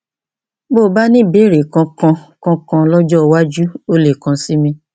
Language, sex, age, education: Yoruba, female, 46-60, tertiary